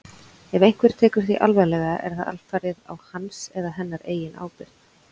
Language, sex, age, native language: Icelandic, female, 40-49, Icelandic